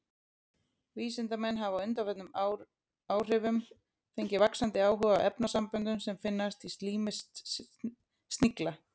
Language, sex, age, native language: Icelandic, female, 30-39, Icelandic